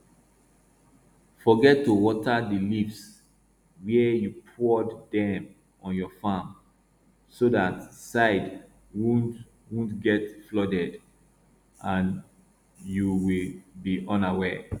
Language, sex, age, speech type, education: Nigerian Pidgin, male, 30-45, spontaneous, tertiary